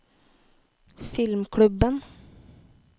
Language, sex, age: Norwegian, female, 18